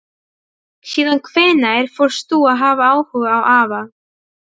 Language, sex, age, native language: Icelandic, female, 12, Serbo-Croatian